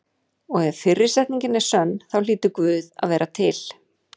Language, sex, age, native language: Icelandic, female, 40-49, Icelandic